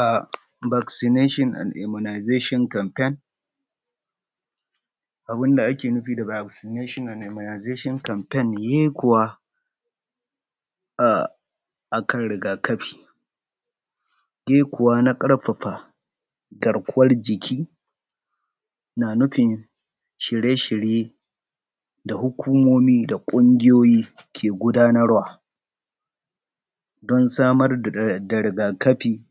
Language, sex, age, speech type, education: Hausa, male, 30-45, spontaneous, tertiary